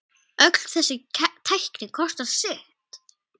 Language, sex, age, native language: Icelandic, female, 10, Icelandic